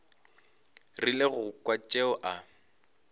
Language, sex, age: Northern Sotho, male, 25